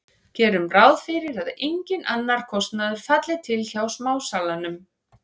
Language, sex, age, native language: Icelandic, female, 40-49, Icelandic